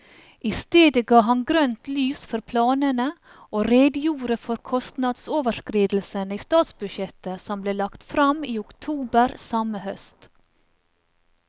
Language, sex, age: Norwegian, female, 44